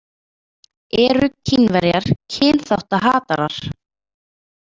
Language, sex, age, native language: Icelandic, female, 20-29, Icelandic